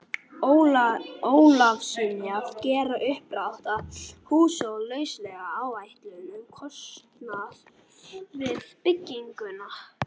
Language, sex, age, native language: Icelandic, male, 18-19, Icelandic